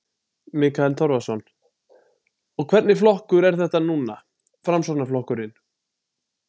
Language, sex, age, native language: Icelandic, male, 20-29, Icelandic